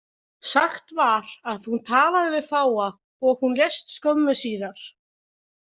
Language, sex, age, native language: Icelandic, female, 20-29, Icelandic